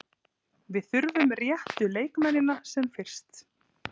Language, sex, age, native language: Icelandic, female, 30-39, Icelandic